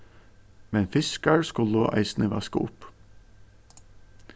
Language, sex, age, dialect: Faroese, male, 15-35, Suðurstreymoy